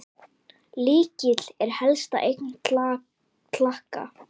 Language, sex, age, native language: Icelandic, male, 10, Icelandic